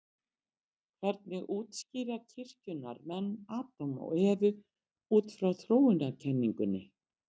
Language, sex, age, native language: Icelandic, female, 60-69, Icelandic